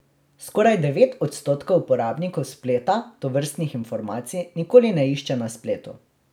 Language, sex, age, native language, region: Slovenian, male, 18-29, Slovenian, Drava region